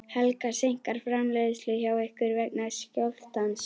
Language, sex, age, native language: Icelandic, female, 11, Icelandic